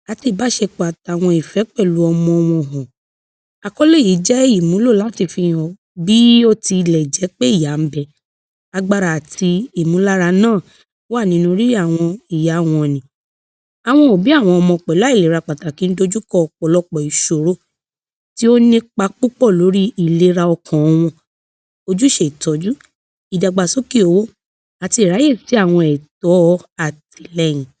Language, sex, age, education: Yoruba, male, 46-60, tertiary